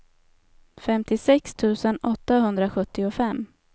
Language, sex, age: Swedish, female, 27